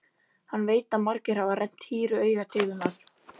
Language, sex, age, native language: Icelandic, female, 11, Icelandic